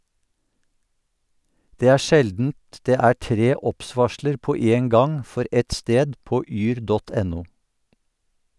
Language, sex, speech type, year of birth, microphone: Norwegian, male, read, 1952, Sennheiser